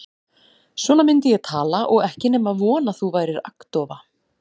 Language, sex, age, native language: Icelandic, female, 40-49, Icelandic